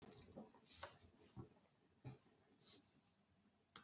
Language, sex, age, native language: Icelandic, female, 60-69, Icelandic